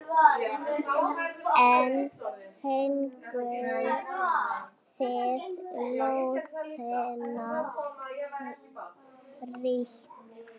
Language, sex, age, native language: Icelandic, female, 9, Icelandic